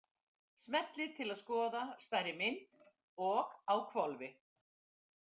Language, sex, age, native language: Icelandic, female, 50-59, Icelandic